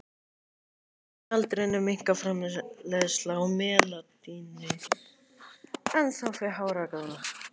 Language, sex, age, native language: Icelandic, male, 18-19, Icelandic